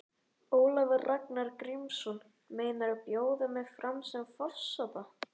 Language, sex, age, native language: Icelandic, male, 11, Icelandic